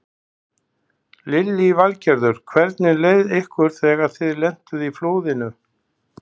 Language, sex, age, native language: Icelandic, male, 60-69, Icelandic